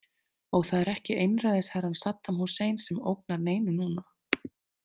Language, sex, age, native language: Icelandic, female, 30-39, Icelandic